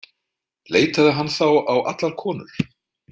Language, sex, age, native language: Icelandic, male, 50-59, Icelandic